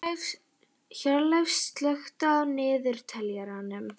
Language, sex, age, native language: Icelandic, female, 11, Icelandic